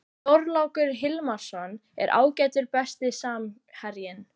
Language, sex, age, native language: Icelandic, female, 12, Icelandic